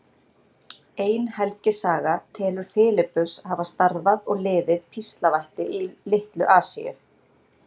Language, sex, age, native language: Icelandic, female, 30-39, Icelandic